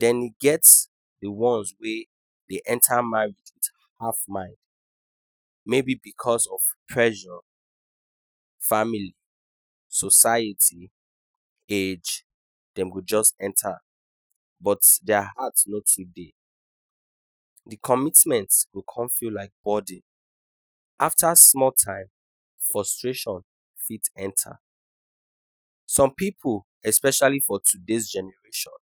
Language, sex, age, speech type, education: Nigerian Pidgin, male, 15-29, spontaneous, tertiary